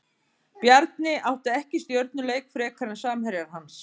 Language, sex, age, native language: Icelandic, female, 50-59, Icelandic